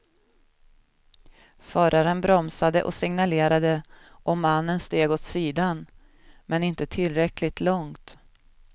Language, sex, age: Swedish, female, 37